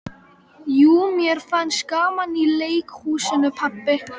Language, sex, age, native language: Icelandic, female, 12, Icelandic